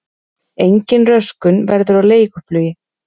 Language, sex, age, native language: Icelandic, female, 30-39, Icelandic